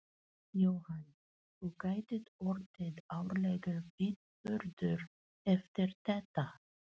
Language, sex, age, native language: Icelandic, female, 40-49, Filipino